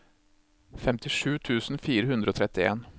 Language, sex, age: Norwegian, male, 26